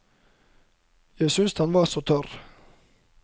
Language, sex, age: Norwegian, male, 31